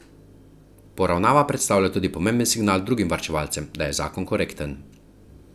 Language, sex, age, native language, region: Slovenian, male, 30-49, Slovenian, Central Slovenia